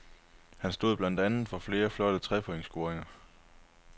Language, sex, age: Danish, male, 23